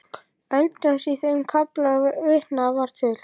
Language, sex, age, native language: Icelandic, male, 11, Icelandic